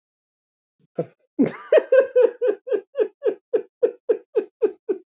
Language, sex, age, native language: Icelandic, male, 30-39, Icelandic